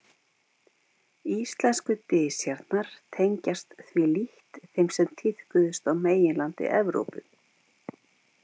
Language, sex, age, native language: Icelandic, female, 50-59, Icelandic